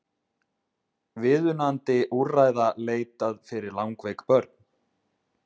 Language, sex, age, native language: Icelandic, male, 20-29, Icelandic